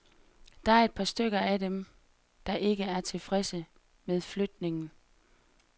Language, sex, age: Danish, female, 33